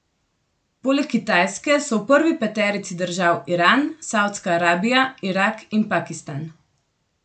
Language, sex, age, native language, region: Slovenian, female, 18-29, Slovenian, Gorenjska region